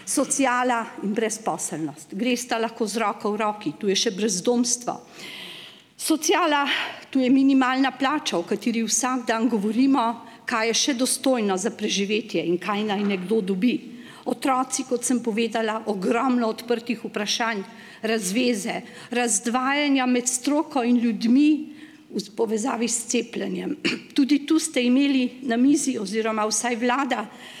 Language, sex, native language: Slovenian, female, Slovenian